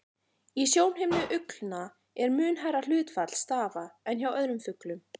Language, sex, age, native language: Icelandic, female, 40-49, Icelandic